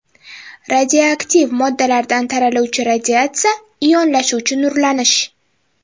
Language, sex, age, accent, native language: Uzbek, female, 12-17, Toshkent shahri, Uzbek